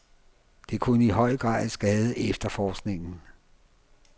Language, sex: Danish, male